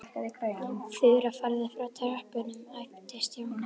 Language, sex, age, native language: Icelandic, female, 12, Icelandic